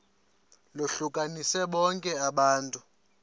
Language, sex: Xhosa, male